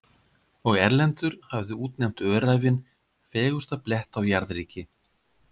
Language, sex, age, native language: Icelandic, male, 50-59, Icelandic